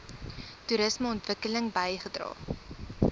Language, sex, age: Afrikaans, female, 20